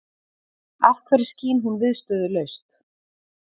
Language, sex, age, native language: Icelandic, female, 30-39, Icelandic